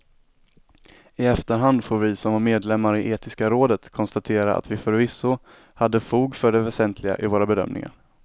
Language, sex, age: Swedish, male, 17